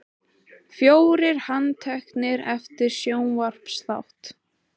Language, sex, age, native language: Icelandic, female, 18-19, Icelandic